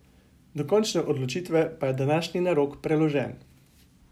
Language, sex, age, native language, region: Slovenian, male, 18-29, Slovenian, Savinja region